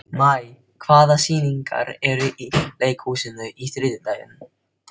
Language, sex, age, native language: Icelandic, male, 12, Filipino